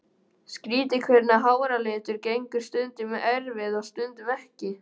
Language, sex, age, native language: Icelandic, male, 12, Icelandic